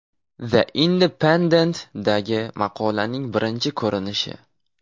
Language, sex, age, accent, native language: Uzbek, male, 18-24, Farg'ona, Uzbek